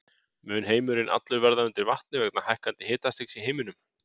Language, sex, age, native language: Icelandic, male, 50-59, Icelandic